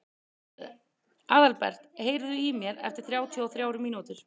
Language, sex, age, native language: Icelandic, female, 30-39, Icelandic